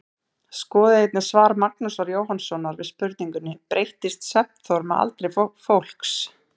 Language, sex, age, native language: Icelandic, female, 30-39, Icelandic